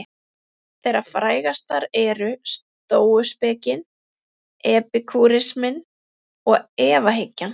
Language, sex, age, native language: Icelandic, female, 30-39, Icelandic